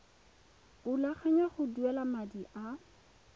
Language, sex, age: Tswana, female, 22